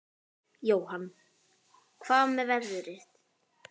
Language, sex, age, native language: Icelandic, female, 10, Icelandic